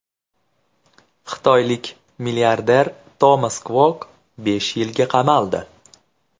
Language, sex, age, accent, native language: Uzbek, male, 25-34, Andijon, Uzbek